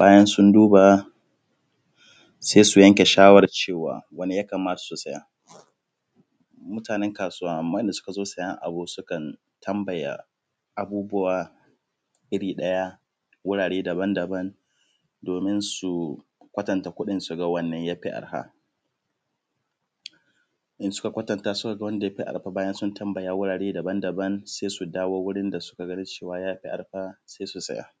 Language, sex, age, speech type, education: Hausa, male, 15-29, spontaneous, primary